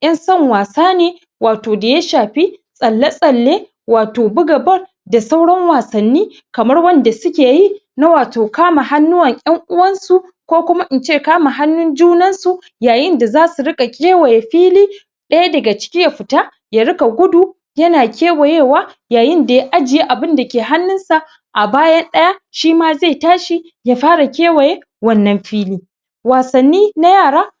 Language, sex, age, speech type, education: Hausa, male, 15-29, spontaneous, secondary